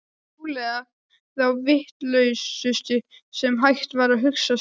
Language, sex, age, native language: Icelandic, male, 12, Icelandic